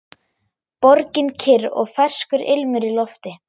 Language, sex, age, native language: Icelandic, female, 11, German